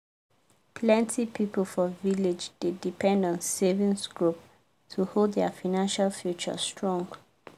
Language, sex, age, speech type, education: Nigerian Pidgin, female, 15-29, spontaneous, tertiary